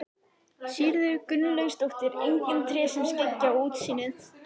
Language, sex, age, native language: Icelandic, female, 11, Icelandic